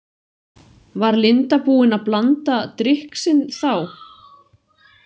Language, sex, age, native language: Icelandic, female, 30-39, Icelandic